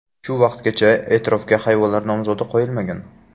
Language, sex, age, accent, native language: Uzbek, male, under 19, Surxondaryo, Uzbek